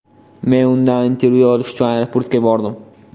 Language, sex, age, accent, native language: Uzbek, male, 18-24, Toshkent viloyati, Uzbek